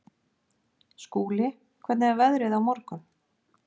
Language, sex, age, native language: Icelandic, female, 50-59, Icelandic